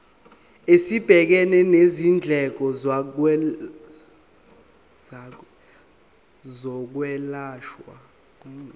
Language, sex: Zulu, male